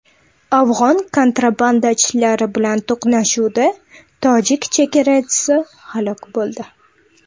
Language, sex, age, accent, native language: Uzbek, female, 19-29, Toshkent shahri, Uzbek